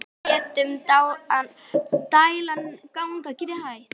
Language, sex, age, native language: Icelandic, female, 10, Icelandic